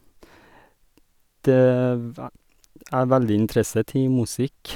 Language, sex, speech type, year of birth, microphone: Norwegian, male, spontaneous, 1981, Sennheiser